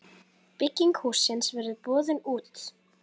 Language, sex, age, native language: Icelandic, female, 10, Icelandic